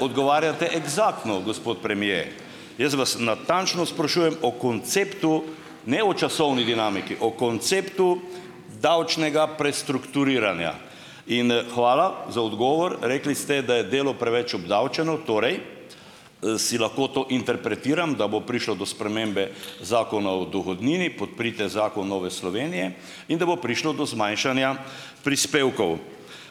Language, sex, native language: Slovenian, male, Slovenian